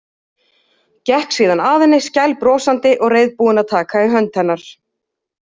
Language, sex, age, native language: Icelandic, female, 30-39, Icelandic